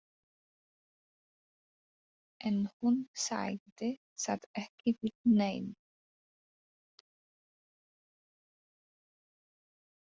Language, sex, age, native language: Icelandic, female, 40-49, Polish